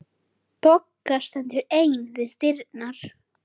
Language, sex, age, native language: Icelandic, male, 9, Icelandic